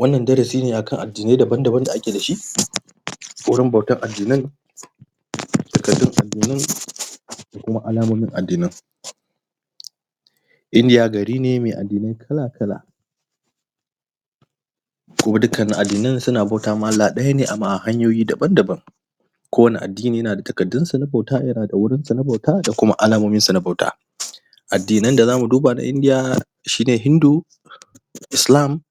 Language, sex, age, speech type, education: Hausa, male, 30-45, spontaneous, primary